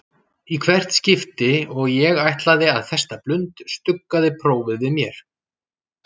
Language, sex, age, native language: Icelandic, male, 40-49, Icelandic